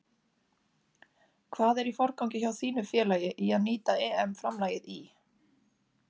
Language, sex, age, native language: Icelandic, female, 30-39, Icelandic